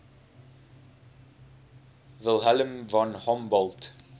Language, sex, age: English, male, 20